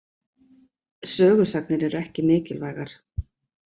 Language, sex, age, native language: Icelandic, female, 40-49, Icelandic